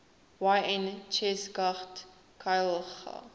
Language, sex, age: English, female, 19